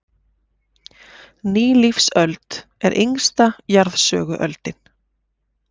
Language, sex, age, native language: Icelandic, female, 40-49, Icelandic